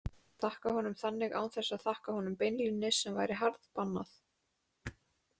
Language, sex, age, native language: Icelandic, female, 20-29, Icelandic